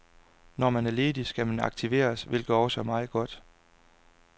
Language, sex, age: Danish, male, 26